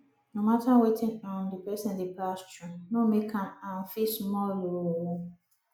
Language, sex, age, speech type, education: Nigerian Pidgin, female, 30-45, spontaneous, tertiary